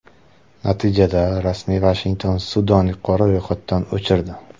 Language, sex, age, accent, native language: Uzbek, male, 18-24, Surxondaryo, Uzbek